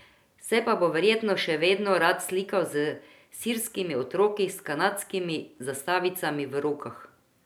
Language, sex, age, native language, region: Slovenian, female, 50-59, Croatian, Drava region